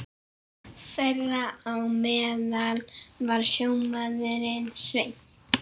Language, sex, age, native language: Icelandic, female, 15, Icelandic